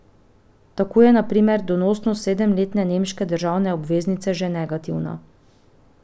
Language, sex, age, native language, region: Slovenian, female, 30-49, Slovenian, Pomurje region